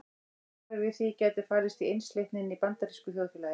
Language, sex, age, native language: Icelandic, female, 18-19, Icelandic